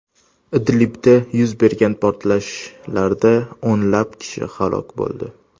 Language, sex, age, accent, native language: Uzbek, male, under 19, Toshkent shahri, Uzbek